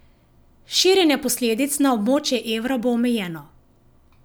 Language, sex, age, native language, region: Slovenian, female, 50-59, Slovenian, Savinja region